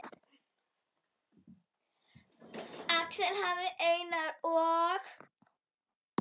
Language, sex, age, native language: Icelandic, female, 10, Icelandic